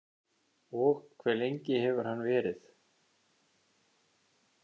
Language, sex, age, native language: Icelandic, male, 50-59, Icelandic